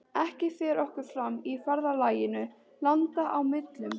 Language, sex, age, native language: Icelandic, female, 13, Icelandic